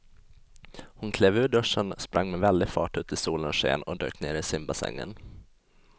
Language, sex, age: Swedish, male, 20